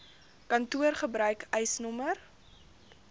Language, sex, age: Afrikaans, female, 21